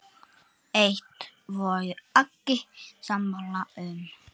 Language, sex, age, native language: Icelandic, female, 8, Icelandic